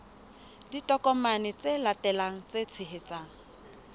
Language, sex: Southern Sotho, female